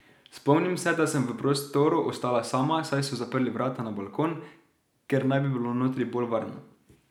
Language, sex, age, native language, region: Slovenian, male, 18-29, Slovenian, Drava region